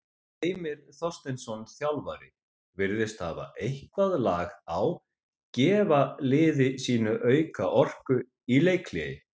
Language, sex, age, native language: Icelandic, male, 50-59, Icelandic